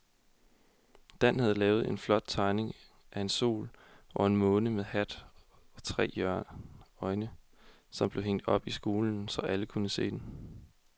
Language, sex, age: Danish, male, 20